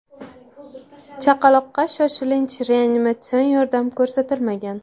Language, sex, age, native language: Uzbek, female, 18-24, Uzbek